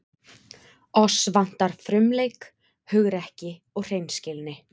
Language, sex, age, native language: Icelandic, female, 20-29, Icelandic